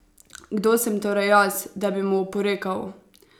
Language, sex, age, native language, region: Slovenian, female, 18-29, Slovenian, Savinja region